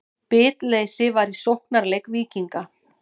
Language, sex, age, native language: Icelandic, female, 40-49, Icelandic